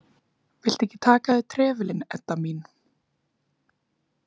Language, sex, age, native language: Icelandic, female, 20-29, Icelandic